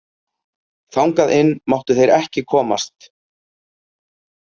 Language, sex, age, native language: Icelandic, male, 30-39, Icelandic